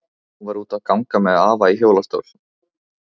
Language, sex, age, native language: Icelandic, male, 15, Icelandic